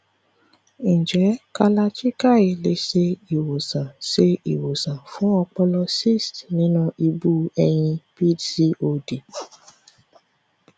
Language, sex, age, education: Yoruba, female, 15-29, tertiary